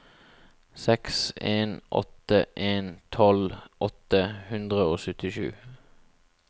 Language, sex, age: Norwegian, male, 36